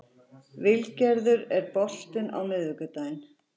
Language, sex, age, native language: Icelandic, female, 40-49, Icelandic